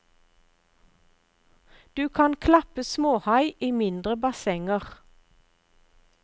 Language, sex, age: Norwegian, female, 59